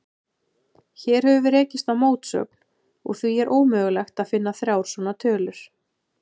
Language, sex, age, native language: Icelandic, female, 30-39, Icelandic